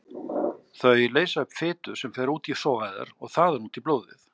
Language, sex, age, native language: Icelandic, male, 60-69, Icelandic